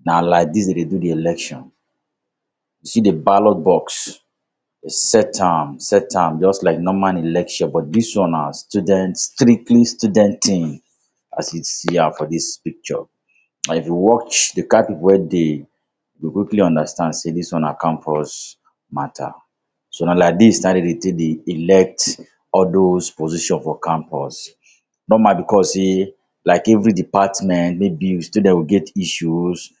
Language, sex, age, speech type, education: Nigerian Pidgin, male, 46-60, spontaneous, tertiary